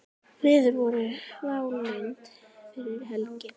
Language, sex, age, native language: Icelandic, female, 10, Icelandic